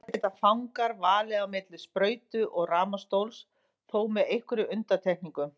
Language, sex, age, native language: Icelandic, female, 50-59, Icelandic